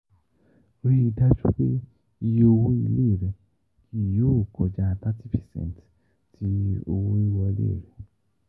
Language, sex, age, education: Yoruba, male, 15-29, tertiary